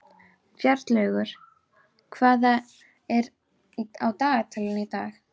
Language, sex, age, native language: Icelandic, female, 12, Icelandic